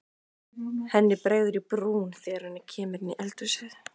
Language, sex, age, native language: Icelandic, female, 15, Icelandic